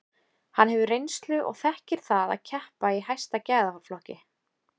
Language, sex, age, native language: Icelandic, female, 20-29, Icelandic